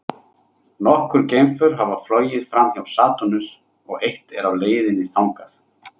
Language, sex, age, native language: Icelandic, male, 30-39, Icelandic